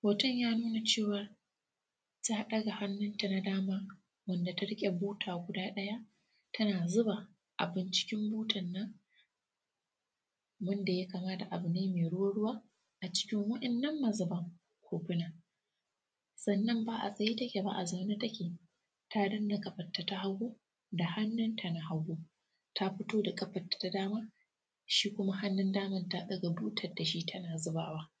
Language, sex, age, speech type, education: Hausa, female, 15-29, spontaneous, tertiary